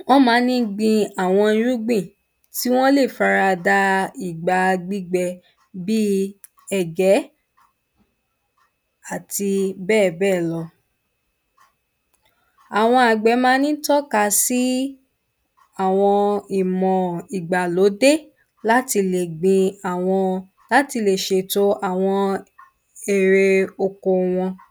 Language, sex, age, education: Yoruba, female, 15-29, primary